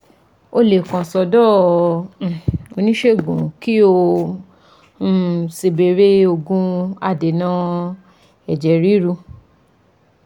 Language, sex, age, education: Yoruba, female, 15-29, tertiary